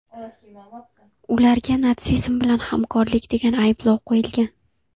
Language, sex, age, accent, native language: Uzbek, female, 18-24, Xorazm, Uzbek